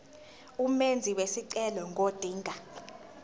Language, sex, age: Zulu, female, 19